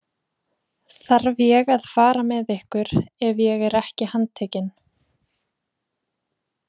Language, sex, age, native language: Icelandic, female, 20-29, Icelandic